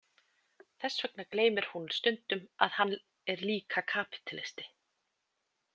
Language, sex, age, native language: Icelandic, female, 20-29, Icelandic